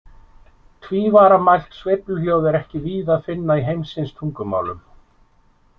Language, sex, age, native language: Icelandic, male, 50-59, Icelandic